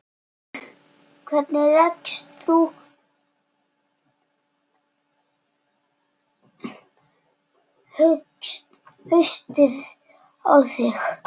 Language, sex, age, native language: Icelandic, male, 6, Icelandic